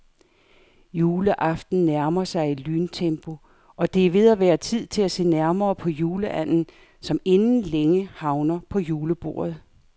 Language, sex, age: Danish, female, 58